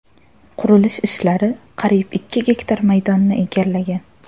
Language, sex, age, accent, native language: Uzbek, female, 18-24, Surxondaryo, Uzbek